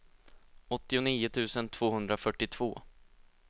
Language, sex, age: Swedish, male, 20